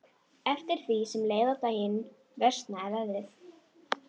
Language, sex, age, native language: Icelandic, female, 12, Icelandic